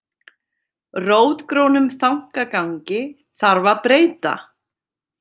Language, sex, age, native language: Icelandic, female, 30-39, Icelandic